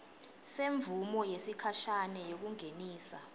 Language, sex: Swati, female